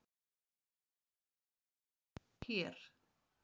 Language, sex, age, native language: Icelandic, female, 40-49, Icelandic